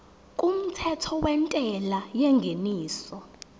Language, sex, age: Zulu, female, 17